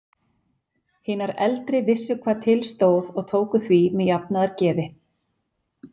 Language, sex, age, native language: Icelandic, female, 40-49, Icelandic